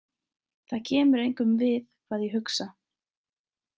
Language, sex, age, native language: Icelandic, female, 20-29, Icelandic